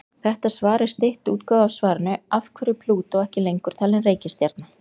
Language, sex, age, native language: Icelandic, female, 40-49, Icelandic